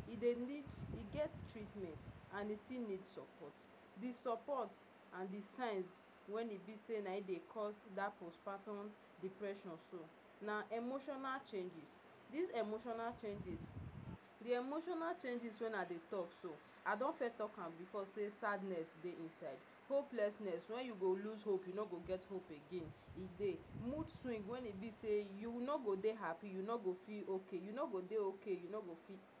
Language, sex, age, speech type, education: Nigerian Pidgin, female, 46-60, spontaneous, tertiary